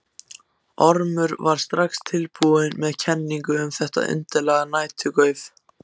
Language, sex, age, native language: Icelandic, other, 14, Icelandic